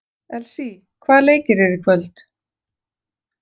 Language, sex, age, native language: Icelandic, female, 40-49, Icelandic